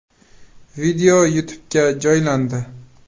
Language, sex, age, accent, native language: Uzbek, male, 18-24, Qashqadaryo, Uzbek